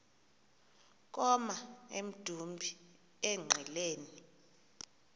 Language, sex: Xhosa, female